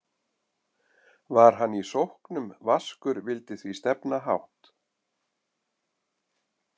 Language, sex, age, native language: Icelandic, male, 50-59, Icelandic